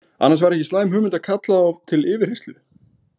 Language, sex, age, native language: Icelandic, male, 20-29, Icelandic